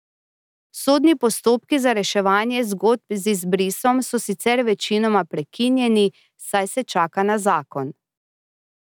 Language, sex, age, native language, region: Slovenian, female, 30-49, Slovenian, Drava region